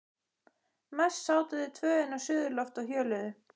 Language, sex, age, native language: Icelandic, female, 15, Icelandic